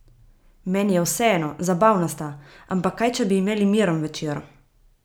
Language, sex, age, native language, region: Slovenian, female, 18-29, Slovenian, Gorica region